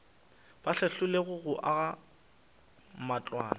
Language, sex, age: Northern Sotho, male, 23